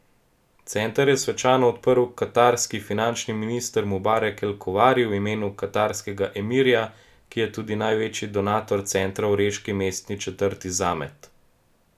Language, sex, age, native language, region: Slovenian, male, 18-29, Slovenian, Gorenjska region